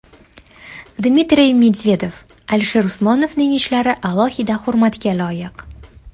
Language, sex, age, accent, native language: Uzbek, female, 19-29, Andijon, Uzbek